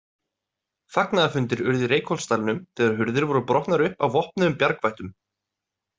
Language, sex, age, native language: Icelandic, male, 30-39, Icelandic